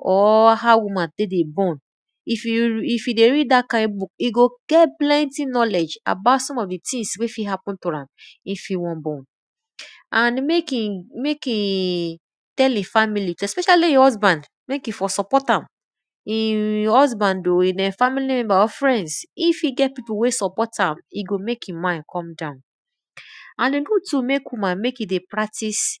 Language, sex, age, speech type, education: Nigerian Pidgin, female, 30-45, spontaneous, tertiary